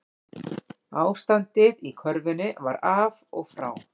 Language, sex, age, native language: Icelandic, female, 40-49, Icelandic